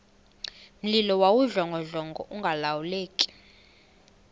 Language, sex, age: Xhosa, female, 20